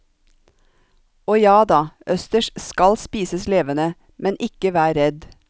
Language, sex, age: Norwegian, female, 45